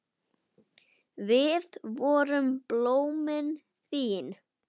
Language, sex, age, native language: Icelandic, male, 9, Icelandic